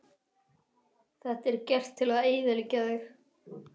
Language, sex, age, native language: Icelandic, male, 11, Icelandic